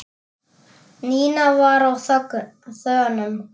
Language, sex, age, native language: Icelandic, male, 10, Icelandic